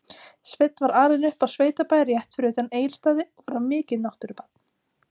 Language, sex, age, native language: Icelandic, female, 30-39, Icelandic